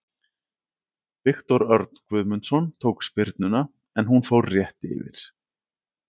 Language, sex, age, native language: Icelandic, male, 40-49, Icelandic